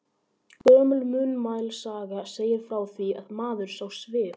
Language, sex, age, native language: Icelandic, male, 11, Icelandic